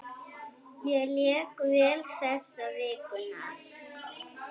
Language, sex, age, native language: Icelandic, female, 8, Icelandic